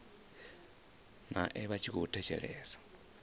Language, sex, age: Venda, male, 34